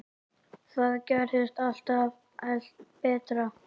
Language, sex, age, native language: Icelandic, male, 10, Icelandic